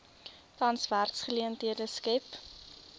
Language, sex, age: Afrikaans, female, 23